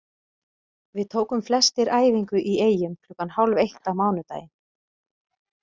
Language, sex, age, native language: Icelandic, female, 50-59, Icelandic